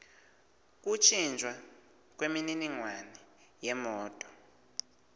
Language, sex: Swati, male